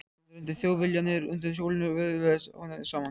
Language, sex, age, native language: Icelandic, male, 13, Icelandic